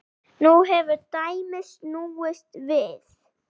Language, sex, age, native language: Icelandic, female, 8, Icelandic